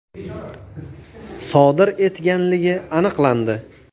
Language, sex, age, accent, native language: Uzbek, male, 19-29, Toshkent viloyati, Uzbek